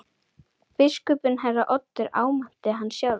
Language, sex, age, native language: Icelandic, female, 30-39, Icelandic